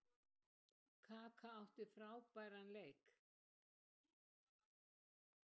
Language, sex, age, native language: Icelandic, female, 70-79, Icelandic